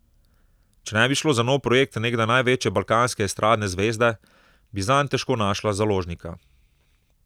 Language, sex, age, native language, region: Slovenian, male, 30-49, Slovenian, Southeast Slovenia